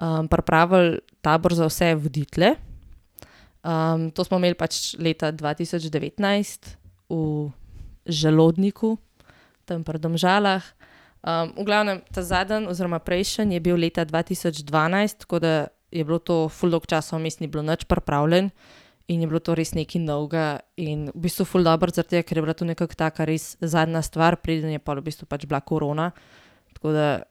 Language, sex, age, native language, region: Slovenian, female, 18-29, Slovenian, Gorenjska region